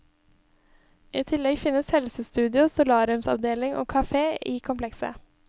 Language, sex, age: Norwegian, female, 20